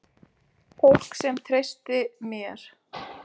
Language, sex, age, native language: Icelandic, female, 6, Icelandic